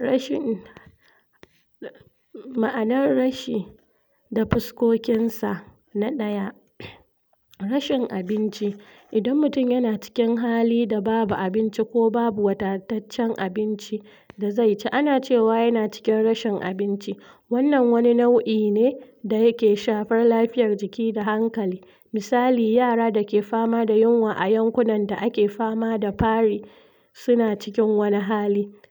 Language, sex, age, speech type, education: Hausa, female, 46-60, spontaneous, tertiary